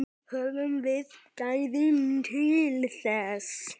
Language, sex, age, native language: Icelandic, male, 10, Icelandic